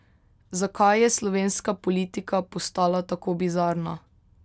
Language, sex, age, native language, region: Slovenian, female, 18-29, Slovenian, Drava region